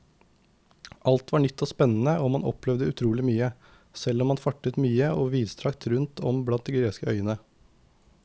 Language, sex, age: Norwegian, male, 19